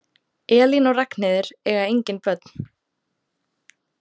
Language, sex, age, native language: Icelandic, female, 18-19, Icelandic